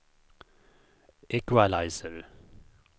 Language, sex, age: Swedish, male, 51